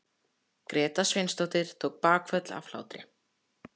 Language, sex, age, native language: Icelandic, male, 14, Icelandic